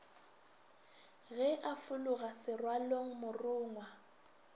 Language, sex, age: Northern Sotho, female, 21